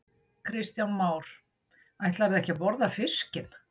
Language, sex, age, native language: Icelandic, female, 60-69, Icelandic